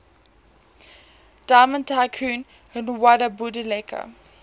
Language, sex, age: English, female, 18